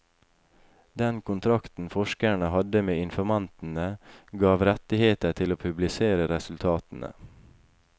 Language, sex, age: Norwegian, male, 28